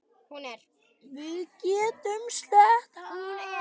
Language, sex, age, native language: Icelandic, other, 10, Icelandic